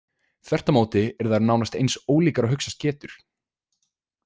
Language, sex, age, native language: Icelandic, male, 20-29, Icelandic